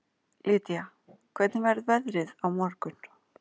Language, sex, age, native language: Icelandic, female, 40-49, Icelandic